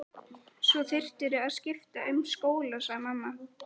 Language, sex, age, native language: Icelandic, female, 11, Icelandic